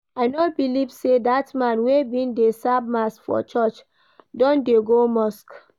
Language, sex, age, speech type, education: Nigerian Pidgin, female, 46-60, read, primary